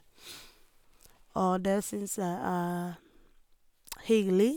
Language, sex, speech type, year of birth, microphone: Norwegian, female, spontaneous, 1988, Sennheiser